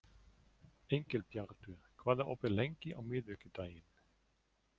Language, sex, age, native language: Icelandic, male, 40-49, German